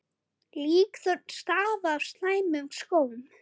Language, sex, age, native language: Icelandic, male, 9, Icelandic